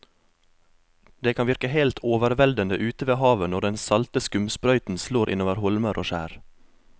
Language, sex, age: Norwegian, male, 23